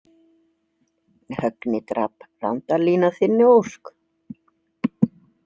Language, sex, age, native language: Icelandic, female, 60-69, Icelandic